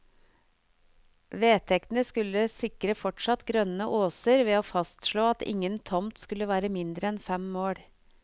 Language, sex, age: Norwegian, female, 49